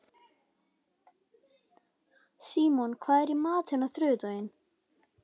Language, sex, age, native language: Icelandic, female, 12, Icelandic